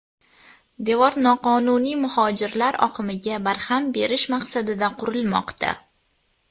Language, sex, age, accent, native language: Uzbek, female, under 19, Toshkent viloyati, Uzbek